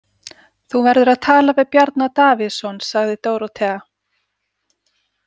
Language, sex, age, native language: Icelandic, female, 40-49, Icelandic